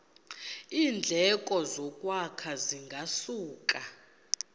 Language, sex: Xhosa, female